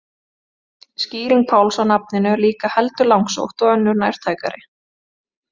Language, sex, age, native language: Icelandic, female, 20-29, Icelandic